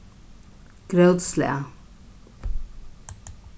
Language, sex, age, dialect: Faroese, female, 36-60, Norðurstreymoy/Eysturoy